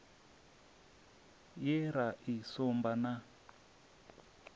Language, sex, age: Venda, male, 27